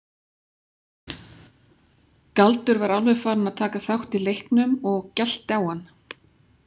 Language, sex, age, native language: Icelandic, female, 40-49, Icelandic